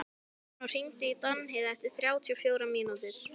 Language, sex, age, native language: Icelandic, female, 12, Icelandic